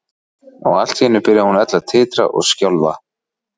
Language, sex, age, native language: Icelandic, male, 40-49, Icelandic